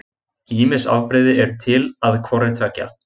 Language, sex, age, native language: Icelandic, male, 20-29, Icelandic